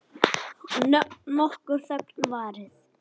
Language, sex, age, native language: Icelandic, male, 10, Icelandic